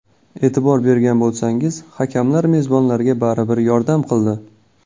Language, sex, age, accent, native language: Uzbek, male, 19-29, Toshkent viloyati, Kazakh